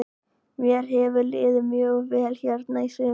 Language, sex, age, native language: Icelandic, male, 18-19, Icelandic